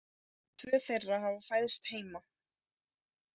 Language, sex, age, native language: Icelandic, female, 20-29, Icelandic